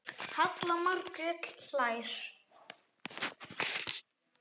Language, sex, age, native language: Icelandic, male, 9, Icelandic